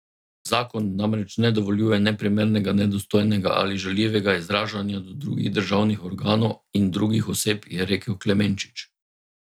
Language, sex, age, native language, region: Slovenian, male, 50-59, Slovenian, Drava region